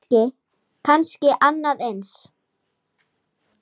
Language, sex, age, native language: Icelandic, female, 7, Icelandic